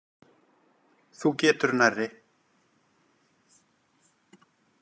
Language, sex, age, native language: Icelandic, male, 40-49, Icelandic